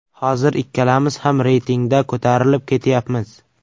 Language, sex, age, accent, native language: Uzbek, male, 25-34, Samarqand, Uzbek